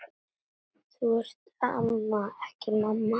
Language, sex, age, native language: Icelandic, female, 9, Latvian